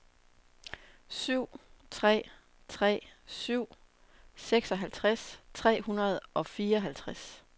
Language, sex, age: Danish, female, 27